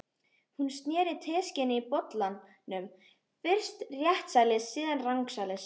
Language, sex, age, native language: Icelandic, female, 13, Icelandic